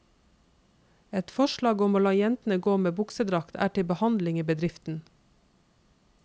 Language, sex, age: Norwegian, female, 46